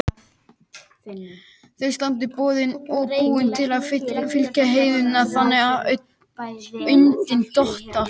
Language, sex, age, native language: Icelandic, male, 18-19, Icelandic